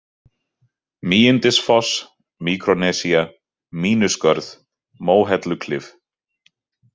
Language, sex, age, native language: Icelandic, male, 30-39, Icelandic